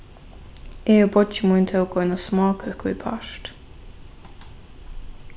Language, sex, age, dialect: Faroese, female, 15-35, Norðurstreymoy/Eysturoy